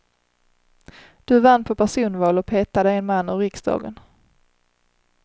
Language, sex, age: Swedish, female, 30